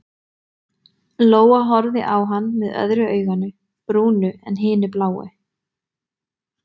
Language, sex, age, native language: Icelandic, female, 20-29, Icelandic